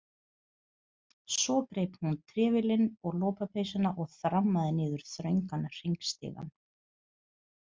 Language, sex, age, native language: Icelandic, female, 30-39, Portuguese